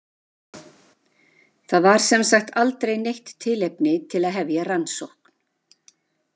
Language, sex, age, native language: Icelandic, female, 50-59, Icelandic